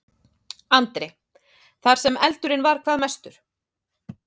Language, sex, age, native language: Icelandic, female, 30-39, Icelandic